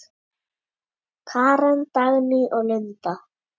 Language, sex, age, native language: Icelandic, female, 8, Icelandic